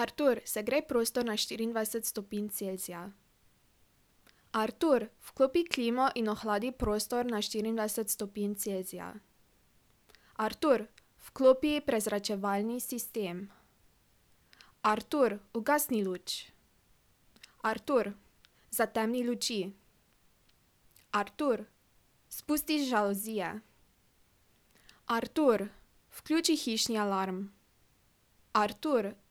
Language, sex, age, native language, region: Slovenian, female, 18-29, Slovenian, Drava region